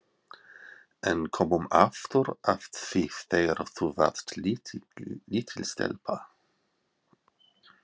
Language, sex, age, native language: Icelandic, male, 40-49, English